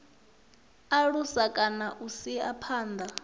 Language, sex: Venda, female